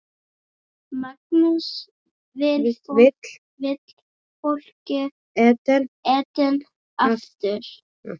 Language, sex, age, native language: Icelandic, female, 8, Icelandic